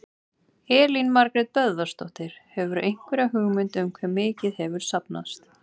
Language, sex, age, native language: Icelandic, male, 30-39, Icelandic